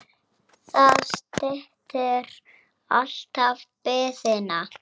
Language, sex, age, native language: Icelandic, female, 7, Icelandic